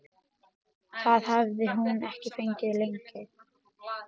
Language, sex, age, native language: Icelandic, male, 13, Icelandic